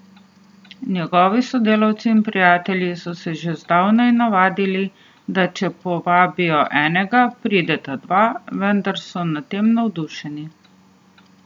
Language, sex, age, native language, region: Slovenian, female, 30-49, Slovenian, Southeast Slovenia